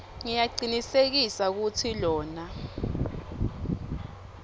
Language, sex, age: Swati, female, 20